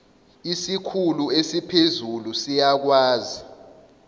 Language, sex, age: Zulu, male, 21